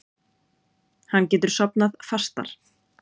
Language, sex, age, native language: Icelandic, female, 30-39, Icelandic